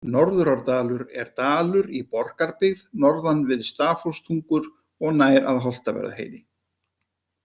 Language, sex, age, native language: Icelandic, male, 50-59, Icelandic